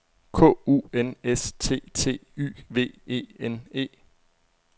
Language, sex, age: Danish, male, 23